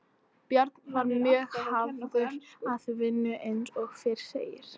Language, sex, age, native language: Icelandic, female, 14, English